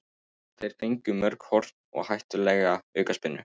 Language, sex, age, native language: Icelandic, male, 18-19, Icelandic